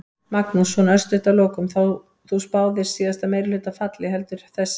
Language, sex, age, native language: Icelandic, female, 50-59, Icelandic